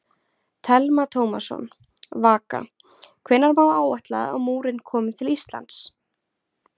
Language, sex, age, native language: Icelandic, female, 20-29, Icelandic